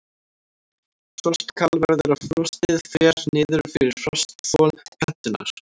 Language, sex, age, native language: Icelandic, female, 18-19, Icelandic